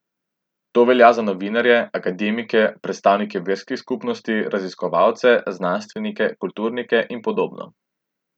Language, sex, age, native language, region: Slovenian, male, 18-29, Slovenian, Central Slovenia